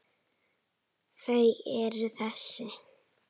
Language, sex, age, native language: Icelandic, female, 7, Icelandic